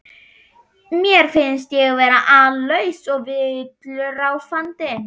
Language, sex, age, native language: Icelandic, female, 11, Icelandic